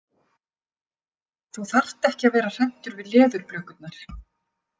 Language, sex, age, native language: Icelandic, female, 50-59, Icelandic